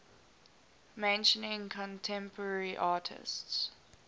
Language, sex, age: English, female, 19